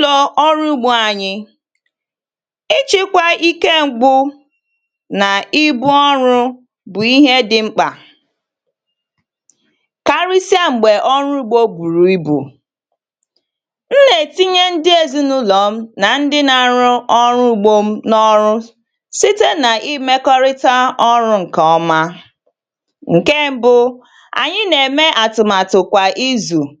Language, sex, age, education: Igbo, female, 15-29, tertiary